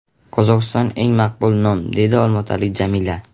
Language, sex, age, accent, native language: Uzbek, male, under 19, Navoiy, Uzbek